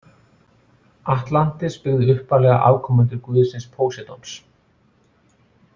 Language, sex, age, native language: Icelandic, male, 40-49, Icelandic